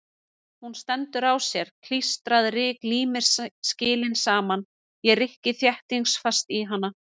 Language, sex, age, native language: Icelandic, female, 30-39, Icelandic